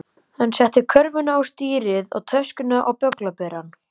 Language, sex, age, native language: Icelandic, male, 11, Icelandic